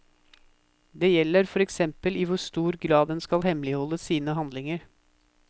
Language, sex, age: Norwegian, male, 24